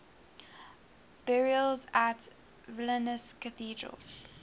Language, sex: English, female